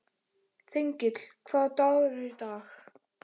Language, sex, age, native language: Icelandic, male, 13, Icelandic